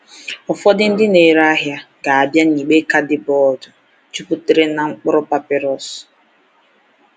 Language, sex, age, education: Igbo, female, 15-29, tertiary